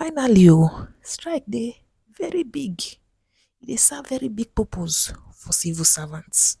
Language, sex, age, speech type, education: Nigerian Pidgin, female, 15-29, spontaneous, tertiary